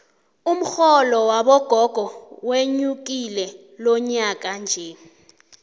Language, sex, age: South Ndebele, female, 29